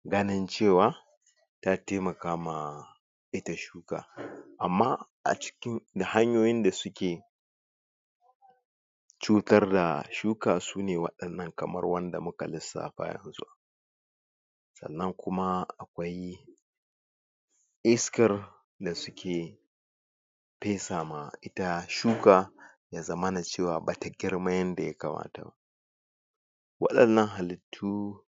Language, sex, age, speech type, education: Hausa, male, 46-60, spontaneous, tertiary